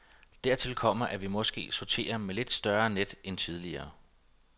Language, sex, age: Danish, male, 32